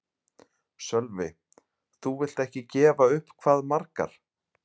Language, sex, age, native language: Icelandic, male, 30-39, Icelandic